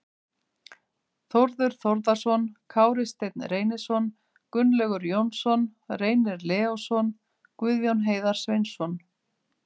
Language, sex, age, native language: Icelandic, female, 50-59, Icelandic